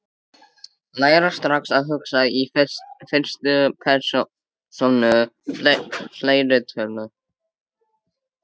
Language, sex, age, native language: Icelandic, male, 13, Icelandic